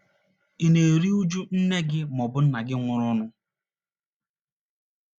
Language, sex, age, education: Igbo, male, 30-45, tertiary